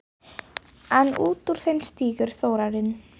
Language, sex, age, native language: Icelandic, female, 12, Icelandic